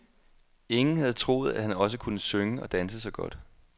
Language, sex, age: Danish, male, 28